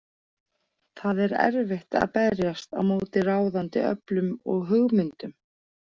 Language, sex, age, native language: Icelandic, female, 40-49, Icelandic